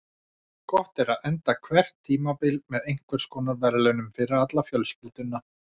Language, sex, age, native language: Icelandic, male, 40-49, Icelandic